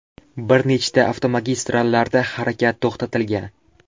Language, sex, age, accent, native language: Uzbek, male, 12-17, Qashqadaryo, Uzbek